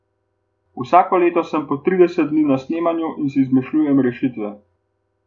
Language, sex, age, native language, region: Slovenian, male, 18-29, Slovenian, Gorenjska region